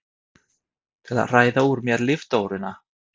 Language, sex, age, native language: Icelandic, male, 30-39, Swedish